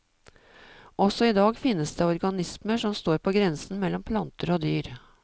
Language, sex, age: Norwegian, female, 52